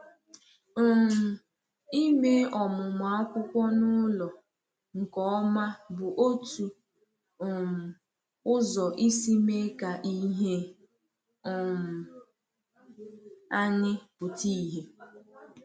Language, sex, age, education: Igbo, female, 15-29, tertiary